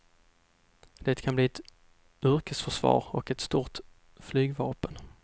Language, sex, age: Swedish, male, 32